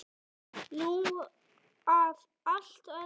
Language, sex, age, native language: Icelandic, female, 9, Icelandic